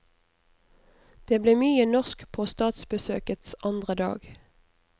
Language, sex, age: Norwegian, female, 29